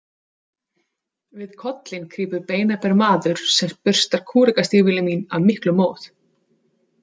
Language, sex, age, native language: Icelandic, female, 30-39, Icelandic